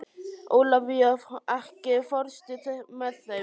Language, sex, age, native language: Icelandic, male, 11, Icelandic